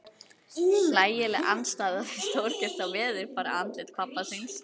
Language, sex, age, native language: Icelandic, female, 11, Icelandic